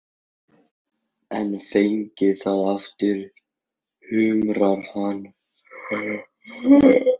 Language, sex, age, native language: Icelandic, male, 16, Icelandic